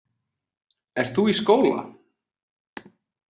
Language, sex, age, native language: Icelandic, male, 20-29, Icelandic